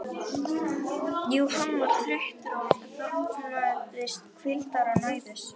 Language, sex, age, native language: Icelandic, male, 11, Icelandic